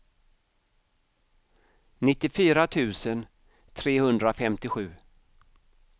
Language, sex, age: Swedish, male, 55